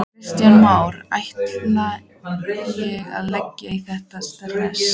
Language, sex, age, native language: Icelandic, female, 14, Icelandic